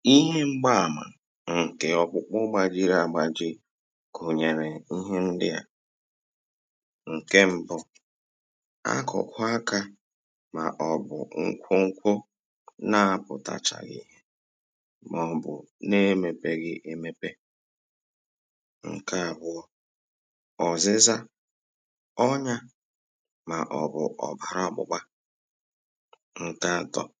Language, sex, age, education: Igbo, male, 46-60, tertiary